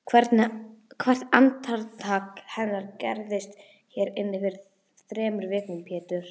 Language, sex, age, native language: Icelandic, female, 11, Icelandic